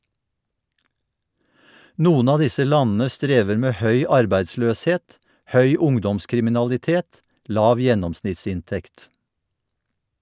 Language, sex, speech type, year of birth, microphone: Norwegian, male, read, 1952, Shure